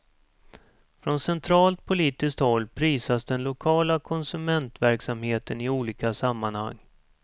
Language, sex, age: Swedish, male, 47